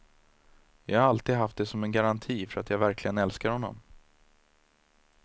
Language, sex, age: Swedish, male, 30